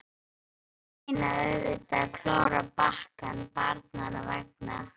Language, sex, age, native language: Icelandic, male, 12, Icelandic